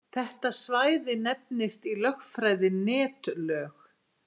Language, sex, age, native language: Icelandic, female, 60-69, Icelandic